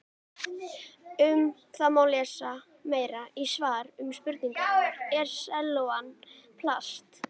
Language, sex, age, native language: Icelandic, female, 40-49, Icelandic